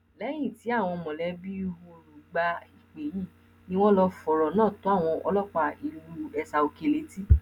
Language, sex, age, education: Yoruba, female, 15-29, tertiary